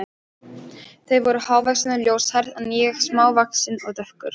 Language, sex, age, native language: Icelandic, female, 13, Polish